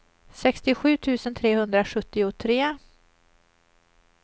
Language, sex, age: Swedish, female, 38